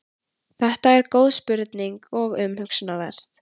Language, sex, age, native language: Icelandic, female, 18-19, Icelandic